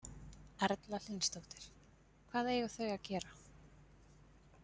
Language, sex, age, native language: Icelandic, female, 20-29, Icelandic